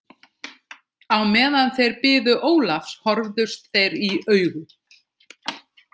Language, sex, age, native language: Icelandic, female, 50-59, Icelandic